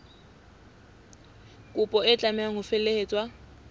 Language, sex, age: Southern Sotho, female, 20